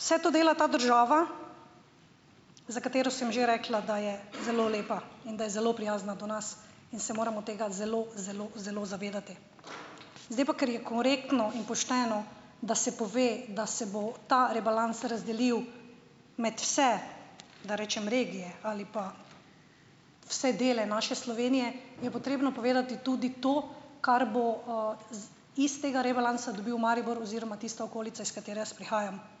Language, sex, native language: Slovenian, female, Slovenian